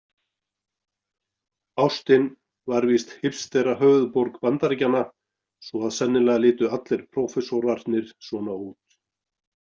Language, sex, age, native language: Icelandic, male, 40-49, Icelandic